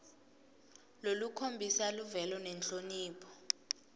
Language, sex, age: Swati, female, 19